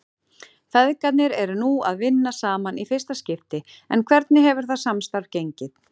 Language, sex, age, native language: Icelandic, female, 40-49, Icelandic